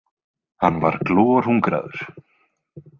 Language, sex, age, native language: Icelandic, male, 20-29, Icelandic